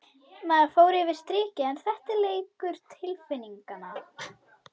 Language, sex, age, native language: Icelandic, female, 21, Icelandic